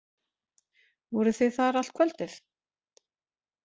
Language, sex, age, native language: Icelandic, female, 40-49, Icelandic